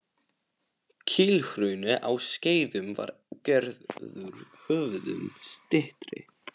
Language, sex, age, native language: Icelandic, male, 18-19, Polish